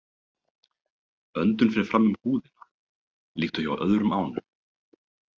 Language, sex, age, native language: Icelandic, male, 30-39, Icelandic